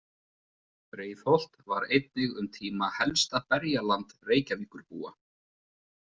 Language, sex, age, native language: Icelandic, male, 20-29, Icelandic